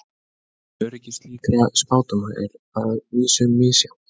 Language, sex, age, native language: Icelandic, male, 20-29, Icelandic